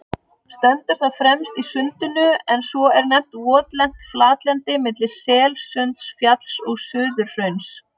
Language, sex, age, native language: Icelandic, female, 30-39, Icelandic